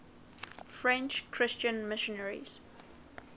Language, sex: English, female